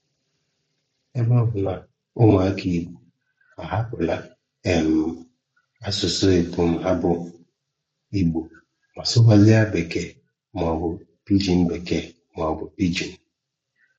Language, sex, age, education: Igbo, male, 15-29, tertiary